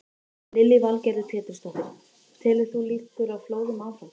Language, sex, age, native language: Icelandic, female, 13, Icelandic